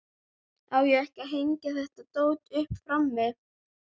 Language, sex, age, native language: Icelandic, female, 11, Icelandic